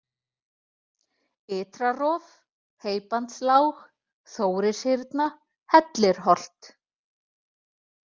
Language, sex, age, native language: Icelandic, female, 40-49, Icelandic